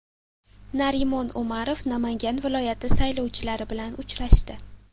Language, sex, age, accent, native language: Uzbek, female, 18-24, Sirdaryo, Uzbek